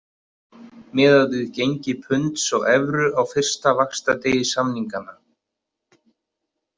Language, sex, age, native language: Icelandic, male, 30-39, Icelandic